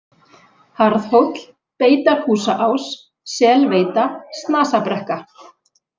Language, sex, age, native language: Icelandic, female, 40-49, Icelandic